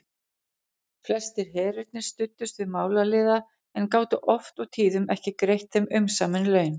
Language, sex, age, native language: Icelandic, female, 40-49, Icelandic